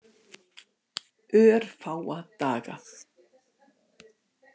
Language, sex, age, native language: Icelandic, female, 60-69, Icelandic